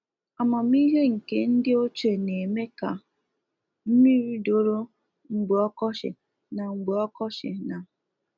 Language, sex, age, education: Igbo, female, 15-29, tertiary